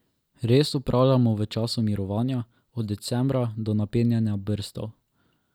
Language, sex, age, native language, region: Slovenian, male, 12-17, Slovenian, Drava region